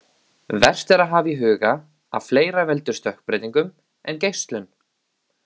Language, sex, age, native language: Icelandic, male, 20-29, Icelandic